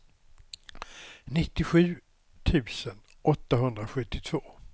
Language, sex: Swedish, male